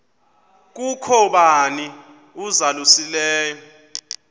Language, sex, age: Xhosa, male, 24